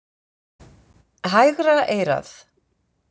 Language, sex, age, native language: Icelandic, female, 50-59, Icelandic